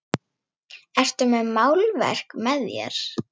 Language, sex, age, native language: Icelandic, female, 9, Icelandic